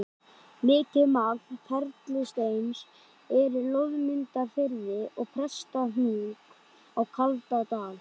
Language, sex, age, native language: Icelandic, other, 11, Icelandic